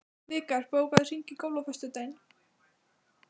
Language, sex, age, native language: Icelandic, female, 12, Icelandic